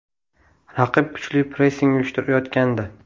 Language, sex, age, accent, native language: Uzbek, male, 18-24, Toshkent viloyati, Uzbek